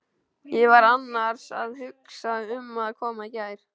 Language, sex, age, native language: Icelandic, male, 12, Icelandic